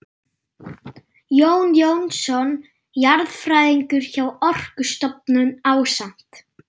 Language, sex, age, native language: Icelandic, female, 9, German